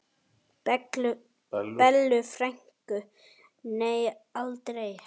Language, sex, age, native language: Icelandic, male, 10, Icelandic